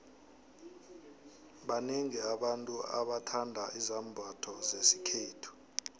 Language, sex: South Ndebele, male